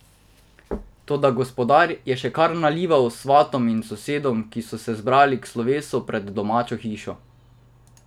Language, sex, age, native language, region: Slovenian, male, 18-29, Slovenian, Drava region